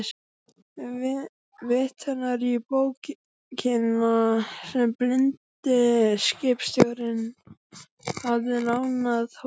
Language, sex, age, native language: Icelandic, male, 12, Icelandic